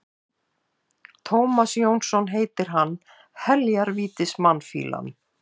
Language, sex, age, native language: Icelandic, female, 50-59, Icelandic